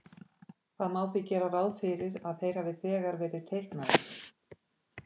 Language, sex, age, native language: Icelandic, female, 50-59, Icelandic